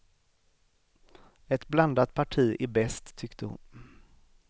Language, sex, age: Swedish, male, 38